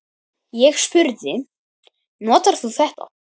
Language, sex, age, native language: Icelandic, male, 10, Icelandic